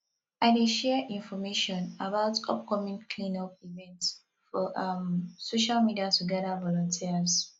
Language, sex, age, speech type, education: Nigerian Pidgin, female, 15-29, spontaneous, tertiary